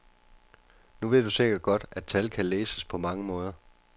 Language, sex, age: Danish, male, 29